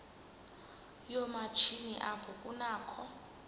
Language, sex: Xhosa, female